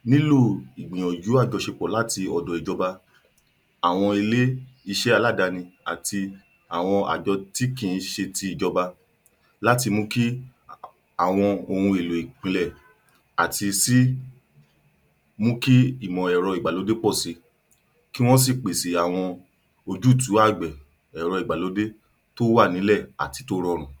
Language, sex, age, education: Yoruba, male, 30-45, tertiary